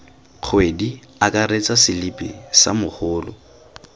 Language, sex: Tswana, male